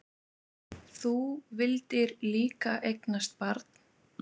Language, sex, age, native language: Icelandic, male, 6, Icelandic